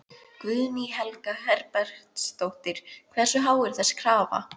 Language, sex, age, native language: Icelandic, female, 11, Icelandic